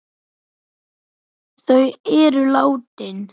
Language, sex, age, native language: Icelandic, male, 9, Icelandic